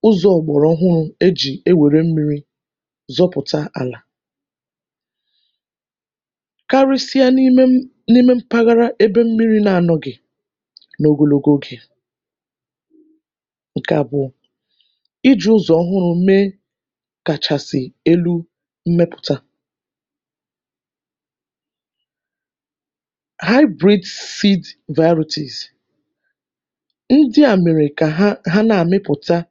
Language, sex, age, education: Igbo, female, 15-29, tertiary